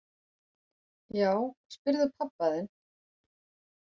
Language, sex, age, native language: Icelandic, female, 40-49, Icelandic